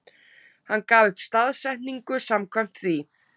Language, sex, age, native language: Icelandic, female, 30-39, Icelandic